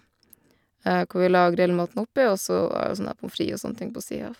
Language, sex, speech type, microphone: Norwegian, female, spontaneous, Shure